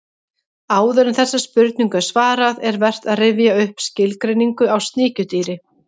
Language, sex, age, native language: Icelandic, female, 30-39, Icelandic